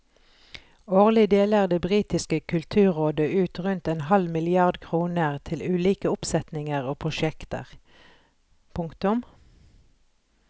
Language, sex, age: Norwegian, female, 43